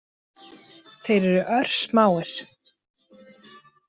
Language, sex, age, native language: Icelandic, female, 30-39, Icelandic